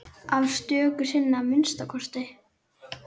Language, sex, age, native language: Icelandic, male, 9, Icelandic